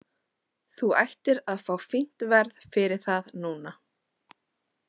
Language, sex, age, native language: Icelandic, female, 30-39, Icelandic